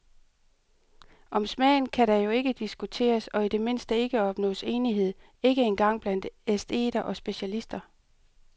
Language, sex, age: Danish, female, 38